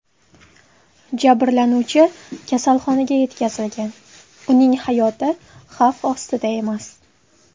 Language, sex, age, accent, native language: Uzbek, female, 18-24, Qashqadaryo, Uzbek